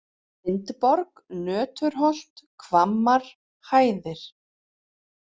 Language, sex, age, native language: Icelandic, female, 40-49, Icelandic